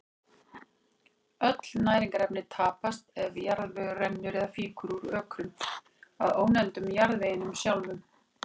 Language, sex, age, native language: Icelandic, female, 40-49, Icelandic